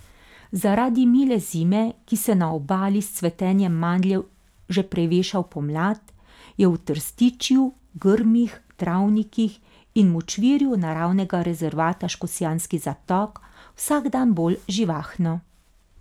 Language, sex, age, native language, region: Slovenian, female, 50-59, Slovenian, Carinthia region